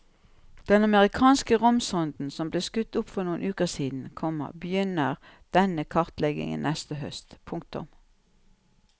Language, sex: Norwegian, female